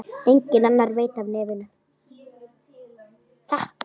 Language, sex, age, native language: Icelandic, female, 10, Icelandic